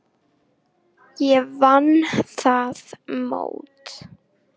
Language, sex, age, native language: Icelandic, female, 18-19, Icelandic